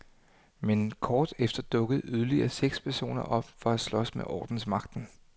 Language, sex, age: Danish, male, 39